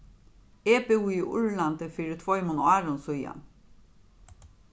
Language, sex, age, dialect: Faroese, female, 36-60, Norðurstreymoy/Eysturoy